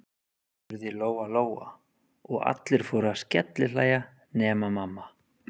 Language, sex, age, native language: Icelandic, male, 30-39, Icelandic